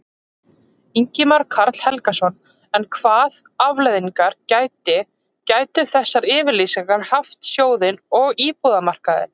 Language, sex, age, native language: Icelandic, female, 20-29, Icelandic